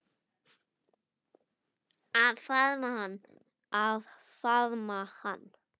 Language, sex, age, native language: Icelandic, male, 9, Icelandic